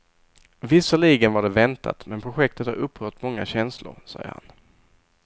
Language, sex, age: Swedish, male, 22